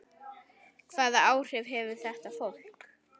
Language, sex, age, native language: Icelandic, female, 9, Icelandic